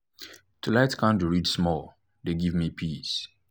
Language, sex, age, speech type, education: Nigerian Pidgin, male, 15-29, spontaneous, tertiary